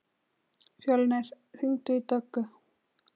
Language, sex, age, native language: Icelandic, female, 20-29, Icelandic